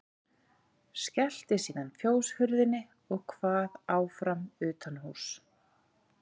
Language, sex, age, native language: Icelandic, female, 40-49, Icelandic